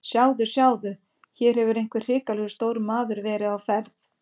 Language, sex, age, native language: Icelandic, female, 50-59, Icelandic